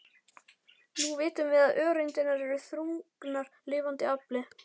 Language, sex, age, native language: Icelandic, male, 11, Icelandic